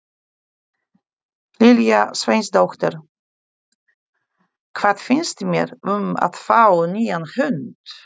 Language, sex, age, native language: Icelandic, female, 40-49, Polish